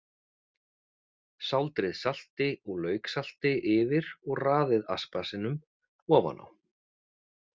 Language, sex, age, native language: Icelandic, male, 40-49, Icelandic